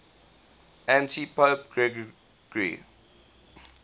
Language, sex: English, male